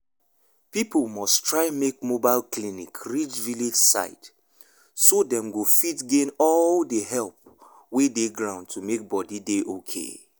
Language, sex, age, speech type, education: Nigerian Pidgin, male, 15-29, spontaneous, tertiary